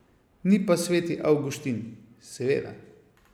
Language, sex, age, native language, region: Slovenian, male, 50-59, Slovenian, Savinja region